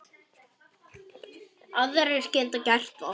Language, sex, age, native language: Icelandic, male, 9, Icelandic